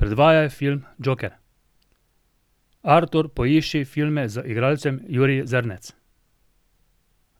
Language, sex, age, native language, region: Slovenian, male, 50-59, Slovenian, Drava region